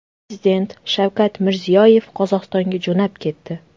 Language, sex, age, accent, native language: Uzbek, female, 25-34, Toshkent shahri, Uzbek